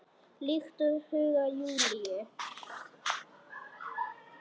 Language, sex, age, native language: Icelandic, other, 10, Icelandic